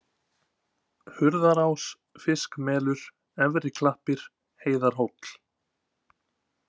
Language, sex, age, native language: Icelandic, male, 20-29, Icelandic